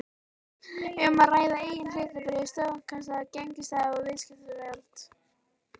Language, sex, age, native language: Icelandic, female, 13, Icelandic